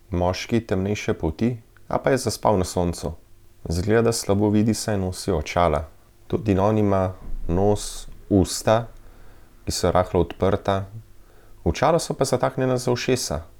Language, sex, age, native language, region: Slovenian, male, 30-49, Slovenian, Central Slovenia